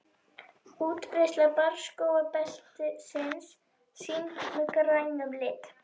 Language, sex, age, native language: Icelandic, female, 21, Icelandic